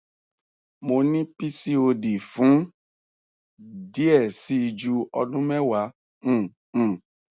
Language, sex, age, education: Yoruba, male, 46-60, tertiary